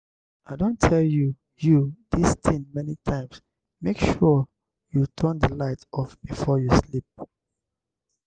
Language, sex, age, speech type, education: Nigerian Pidgin, male, 60+, spontaneous, tertiary